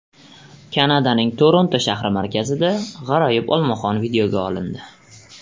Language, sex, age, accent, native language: Uzbek, male, 18-24, Surxondaryo, Uzbek